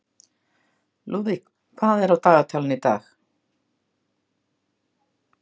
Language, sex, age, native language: Icelandic, female, 60-69, Icelandic